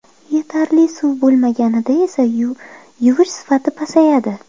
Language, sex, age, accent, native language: Uzbek, female, 25-34, Qoraqalpog'iston, Uzbek